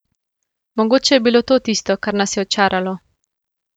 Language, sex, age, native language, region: Slovenian, female, 18-29, Slovenian, Central Slovenia